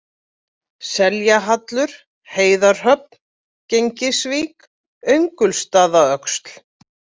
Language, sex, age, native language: Icelandic, female, 40-49, Icelandic